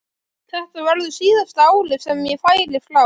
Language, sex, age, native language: Icelandic, female, 11, Icelandic